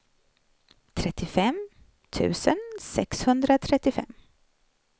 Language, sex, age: Swedish, female, 35